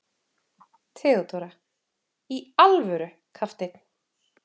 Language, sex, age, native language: Icelandic, female, 30-39, Icelandic